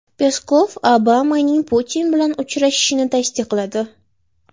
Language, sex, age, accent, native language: Uzbek, female, 18-24, Toshkent shahri, Uzbek